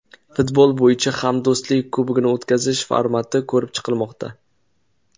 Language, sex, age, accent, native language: Uzbek, male, 19-29, Jizzax, Uzbek